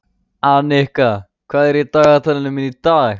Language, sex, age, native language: Icelandic, male, 14, Icelandic